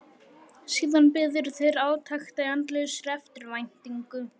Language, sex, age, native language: Icelandic, male, 11, Icelandic